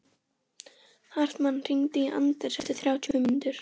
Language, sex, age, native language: Icelandic, female, 11, Icelandic